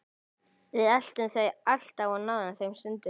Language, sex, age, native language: Icelandic, female, 11, Icelandic